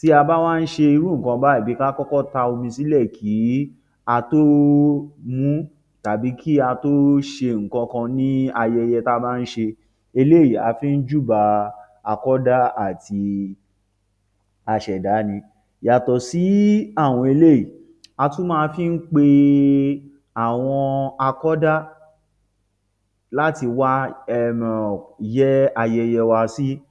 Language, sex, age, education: Yoruba, male, 30-45, tertiary